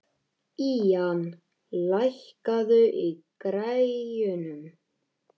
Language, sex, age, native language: Icelandic, male, 13, Icelandic